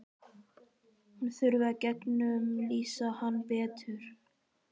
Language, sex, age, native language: Icelandic, male, 11, Icelandic